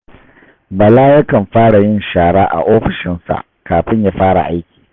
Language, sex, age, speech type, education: Hausa, male, 30-45, read, tertiary